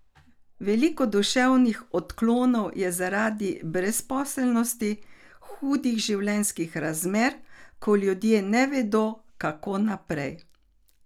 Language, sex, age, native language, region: Slovenian, female, 60+, Slovenian, Carinthia region